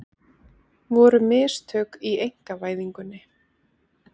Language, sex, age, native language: Icelandic, female, 20-29, Icelandic